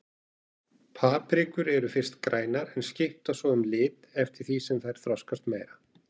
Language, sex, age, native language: Icelandic, male, 40-49, Icelandic